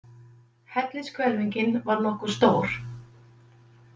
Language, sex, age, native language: Icelandic, female, 50-59, Icelandic